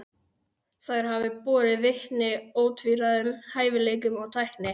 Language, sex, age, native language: Icelandic, male, 12, Icelandic